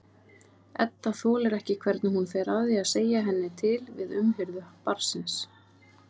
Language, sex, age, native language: Icelandic, female, 30-39, Icelandic